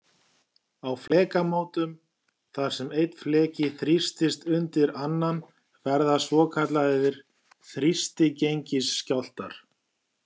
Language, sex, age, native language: Icelandic, male, 40-49, Icelandic